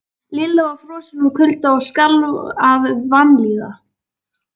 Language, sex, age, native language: Icelandic, female, 11, Icelandic